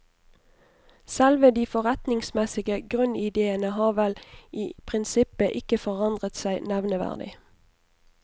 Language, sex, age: Norwegian, female, 29